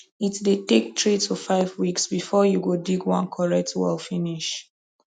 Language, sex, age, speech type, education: Nigerian Pidgin, female, 15-29, spontaneous, tertiary